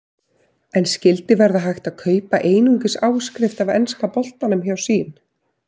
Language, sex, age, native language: Icelandic, female, 30-39, Icelandic